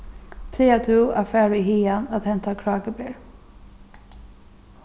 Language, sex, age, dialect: Faroese, female, 36-60, Suðurstreymoy